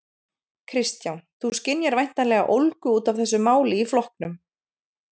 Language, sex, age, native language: Icelandic, female, 30-39, Icelandic